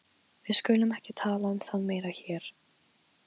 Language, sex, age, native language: Icelandic, female, 13, Polish